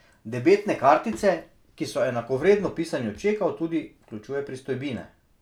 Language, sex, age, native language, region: Slovenian, male, 30-49, Slovenian, Drava region